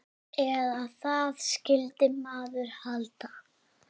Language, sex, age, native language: Icelandic, female, 6, Icelandic